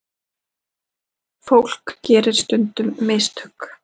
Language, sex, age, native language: Icelandic, female, 40-49, Icelandic